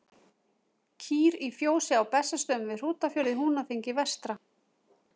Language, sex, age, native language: Icelandic, female, 40-49, Icelandic